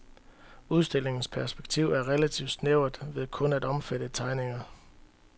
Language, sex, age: Danish, male, 31